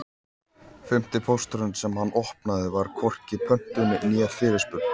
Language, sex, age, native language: Icelandic, male, 14, Icelandic